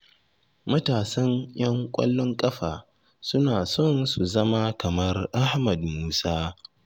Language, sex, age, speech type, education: Hausa, male, 15-29, spontaneous, tertiary